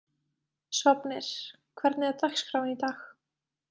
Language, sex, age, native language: Icelandic, female, 20-29, Icelandic